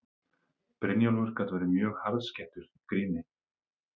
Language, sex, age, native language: Icelandic, male, 30-39, Icelandic